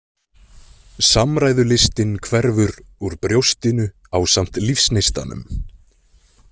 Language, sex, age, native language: Icelandic, male, 20-29, Icelandic